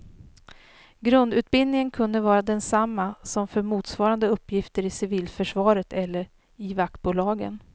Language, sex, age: Swedish, female, 39